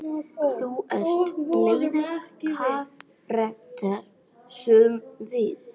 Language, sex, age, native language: Icelandic, male, 18-19, English